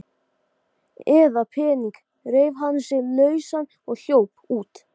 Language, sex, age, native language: Icelandic, male, 12, Icelandic